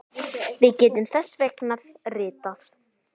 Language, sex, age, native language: Icelandic, female, 10, Icelandic